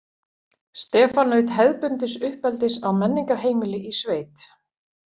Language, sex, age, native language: Icelandic, female, 40-49, Icelandic